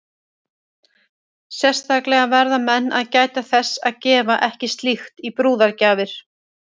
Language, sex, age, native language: Icelandic, female, 30-39, Icelandic